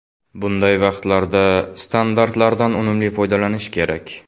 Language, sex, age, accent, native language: Uzbek, male, 18-24, Samarqand, Uzbek